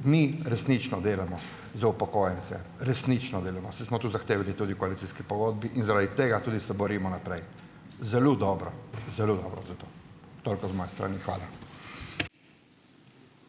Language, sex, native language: Slovenian, male, Slovenian